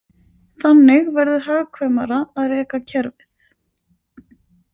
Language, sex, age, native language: Icelandic, female, 20-29, Icelandic